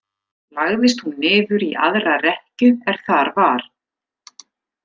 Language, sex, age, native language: Icelandic, female, 60-69, Icelandic